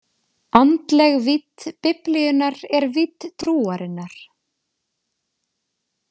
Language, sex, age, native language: Icelandic, female, 20-29, Icelandic